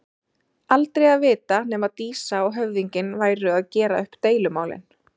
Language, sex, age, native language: Icelandic, female, 30-39, Icelandic